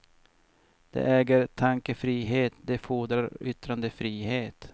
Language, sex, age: Swedish, male, 50